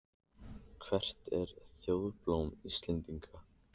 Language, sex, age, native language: Icelandic, male, 30-39, Icelandic